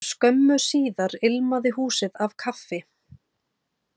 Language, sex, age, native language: Icelandic, female, 30-39, Icelandic